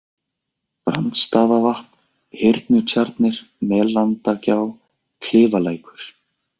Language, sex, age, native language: Icelandic, male, 20-29, Icelandic